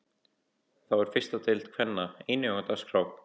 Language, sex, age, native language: Icelandic, male, 18-19, Icelandic